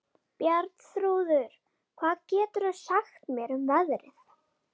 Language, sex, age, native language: Icelandic, female, 11, Icelandic